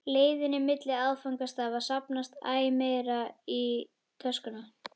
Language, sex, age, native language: Icelandic, female, 11, Icelandic